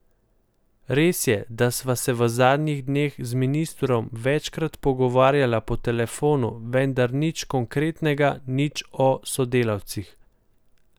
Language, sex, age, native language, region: Slovenian, male, 18-29, Slovenian, Central Slovenia